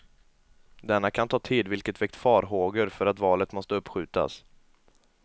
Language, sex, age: Swedish, male, 22